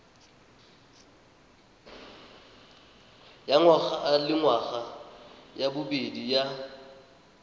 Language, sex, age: Tswana, male, 21